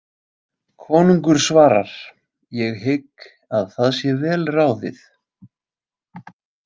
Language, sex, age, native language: Icelandic, male, 20-29, Icelandic